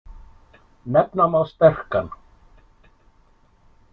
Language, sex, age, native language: Icelandic, male, 50-59, Icelandic